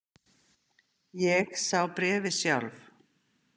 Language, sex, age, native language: Icelandic, female, 50-59, Icelandic